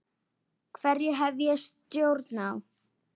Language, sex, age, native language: Icelandic, female, 10, Icelandic